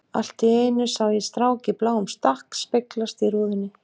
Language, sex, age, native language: Icelandic, female, 50-59, Icelandic